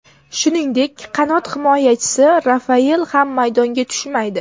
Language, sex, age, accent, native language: Uzbek, female, 18-24, Namangan, Uzbek